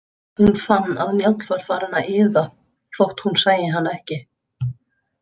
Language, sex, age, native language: Icelandic, female, 20-29, Icelandic